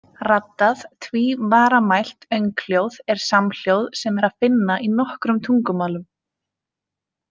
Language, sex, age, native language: Icelandic, female, 20-29, Icelandic